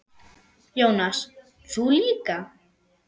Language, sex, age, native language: Icelandic, female, 10, German